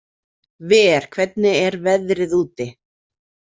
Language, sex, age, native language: Icelandic, female, 40-49, Icelandic